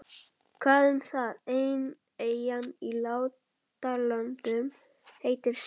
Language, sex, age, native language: Icelandic, male, 11, Icelandic